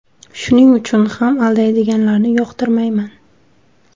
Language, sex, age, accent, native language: Uzbek, female, 19-29, Surxondaryo, Uzbek